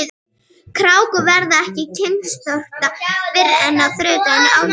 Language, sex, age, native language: Icelandic, female, 30-39, Icelandic